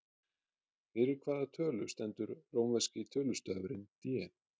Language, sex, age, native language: Icelandic, male, 30-39, Icelandic